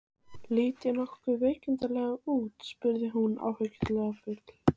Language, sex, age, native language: Icelandic, female, 15, Icelandic